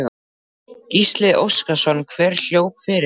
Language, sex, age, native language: Icelandic, male, 12, Icelandic